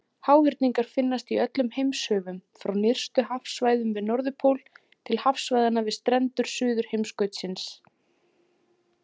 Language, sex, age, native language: Icelandic, female, 40-49, Icelandic